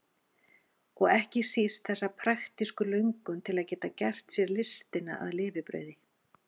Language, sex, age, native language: Icelandic, female, 40-49, Icelandic